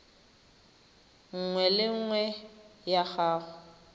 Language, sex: Tswana, female